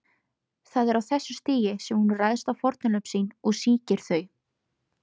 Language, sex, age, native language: Icelandic, female, 20-29, Icelandic